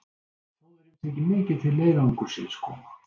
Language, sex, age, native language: Icelandic, male, 60-69, Icelandic